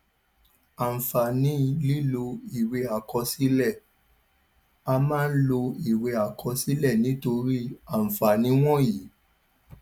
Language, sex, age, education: Yoruba, male, 15-29, tertiary